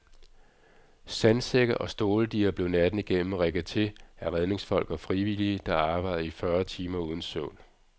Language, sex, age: Danish, male, 46